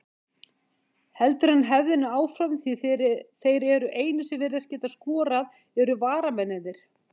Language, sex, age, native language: Icelandic, female, 50-59, Icelandic